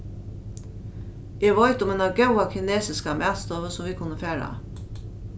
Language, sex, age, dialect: Faroese, female, 36-60, Norðuroyggjar